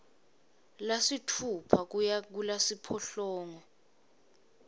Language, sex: Swati, female